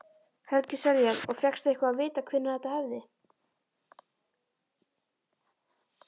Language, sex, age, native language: Icelandic, female, 12, Icelandic